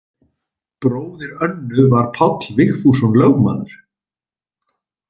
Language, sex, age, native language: Icelandic, male, 40-49, Icelandic